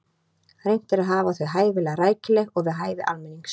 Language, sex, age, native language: Icelandic, female, 30-39, Icelandic